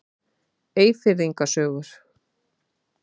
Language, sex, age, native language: Icelandic, female, 30-39, Icelandic